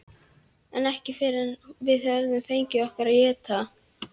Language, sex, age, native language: Icelandic, female, 11, Icelandic